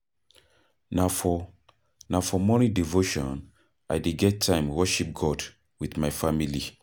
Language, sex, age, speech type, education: Nigerian Pidgin, male, 30-45, spontaneous, tertiary